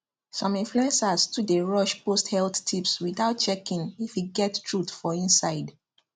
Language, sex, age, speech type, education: Nigerian Pidgin, female, 15-29, spontaneous, tertiary